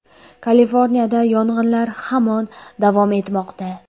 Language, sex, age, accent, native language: Uzbek, female, 18-24, Jizzax, Uzbek